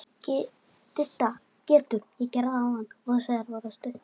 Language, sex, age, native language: Icelandic, female, 10, Icelandic